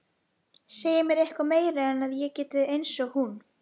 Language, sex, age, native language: Icelandic, female, 11, Icelandic